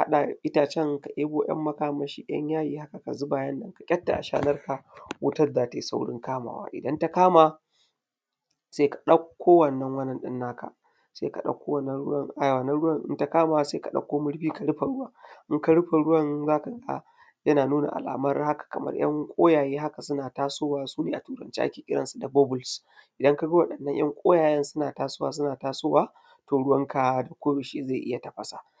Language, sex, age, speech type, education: Hausa, male, 15-29, spontaneous, primary